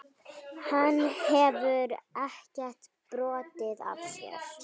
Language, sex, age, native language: Icelandic, female, 12, Icelandic